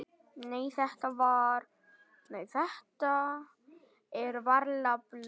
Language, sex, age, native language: Icelandic, male, 10, Vietnamese